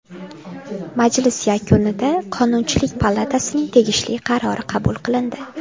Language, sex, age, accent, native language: Uzbek, female, 18-24, Farg'ona, Uzbek